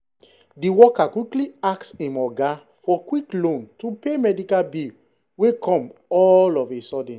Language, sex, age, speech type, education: Nigerian Pidgin, female, 15-29, spontaneous, secondary